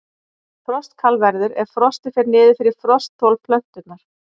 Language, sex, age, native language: Icelandic, female, 40-49, Icelandic